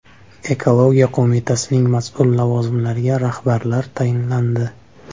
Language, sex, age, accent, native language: Uzbek, male, 18-24, Namangan, Uzbek